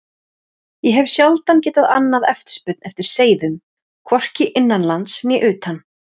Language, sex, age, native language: Icelandic, female, 30-39, Icelandic